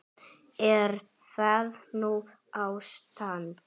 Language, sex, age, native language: Icelandic, male, 10, Icelandic